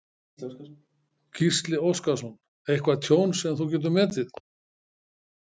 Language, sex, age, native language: Icelandic, male, 60-69, Icelandic